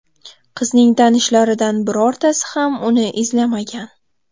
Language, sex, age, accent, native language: Uzbek, female, 12-17, Toshkent viloyati, Uzbek